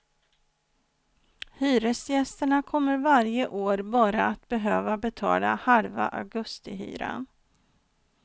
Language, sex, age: Swedish, female, 49